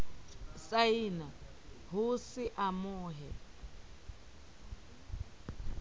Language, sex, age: Southern Sotho, female, 30